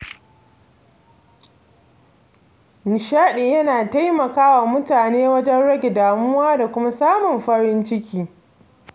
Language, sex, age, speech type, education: Hausa, female, 46-60, read, secondary